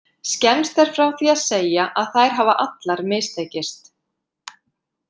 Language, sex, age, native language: Icelandic, female, 50-59, Icelandic